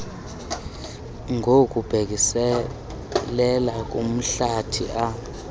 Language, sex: Xhosa, male